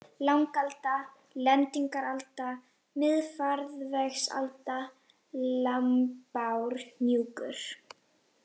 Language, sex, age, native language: Icelandic, female, 18-19, Icelandic